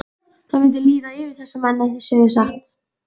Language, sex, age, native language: Icelandic, female, 11, Icelandic